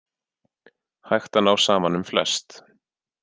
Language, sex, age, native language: Icelandic, male, 40-49, Icelandic